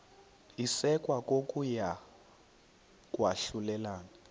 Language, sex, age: Xhosa, male, 30